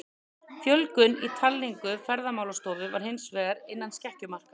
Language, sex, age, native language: Icelandic, female, 30-39, Icelandic